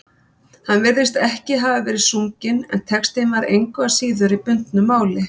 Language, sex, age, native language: Icelandic, female, 50-59, Icelandic